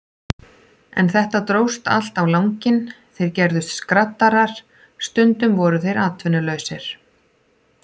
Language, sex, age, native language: Icelandic, female, 40-49, Icelandic